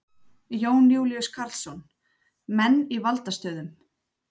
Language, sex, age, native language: Icelandic, female, 30-39, Icelandic